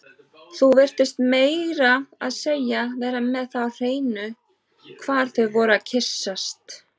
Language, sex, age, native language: Icelandic, female, 30-39, Icelandic